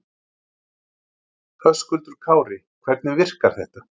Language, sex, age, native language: Icelandic, male, 40-49, Icelandic